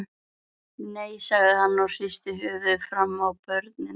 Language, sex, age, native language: Icelandic, female, 11, Icelandic